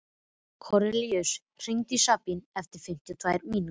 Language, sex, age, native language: Icelandic, male, 12, Icelandic